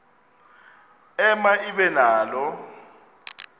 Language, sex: Xhosa, male